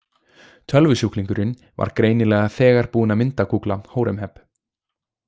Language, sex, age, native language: Icelandic, male, 20-29, Icelandic